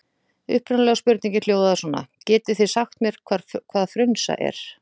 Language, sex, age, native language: Icelandic, female, 40-49, Icelandic